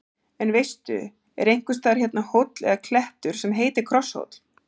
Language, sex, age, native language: Icelandic, female, 40-49, Icelandic